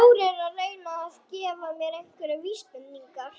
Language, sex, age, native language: Icelandic, female, 18-19, Icelandic